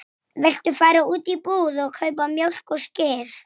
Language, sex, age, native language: Icelandic, female, 6, Icelandic